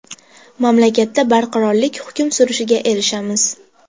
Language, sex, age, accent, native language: Uzbek, female, under 19, Andijon, Uzbek